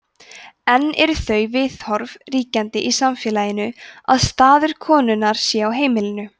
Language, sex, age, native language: Icelandic, female, 20-29, Icelandic